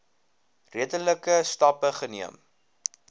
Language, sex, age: Afrikaans, male, 19